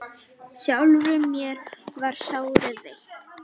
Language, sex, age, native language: Icelandic, female, 10, Icelandic